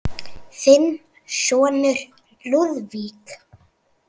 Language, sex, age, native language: Icelandic, female, 7, Icelandic